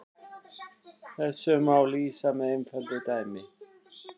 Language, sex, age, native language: Icelandic, male, 50-59, Icelandic